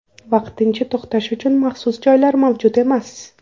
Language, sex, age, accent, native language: Uzbek, female, 18-24, Toshkent shahri, Uzbek